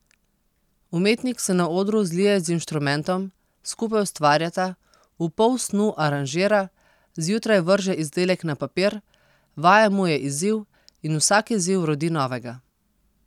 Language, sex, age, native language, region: Slovenian, female, 30-49, Slovenian, Posavska region